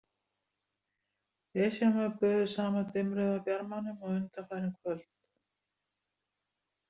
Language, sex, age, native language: Icelandic, female, 60-69, Icelandic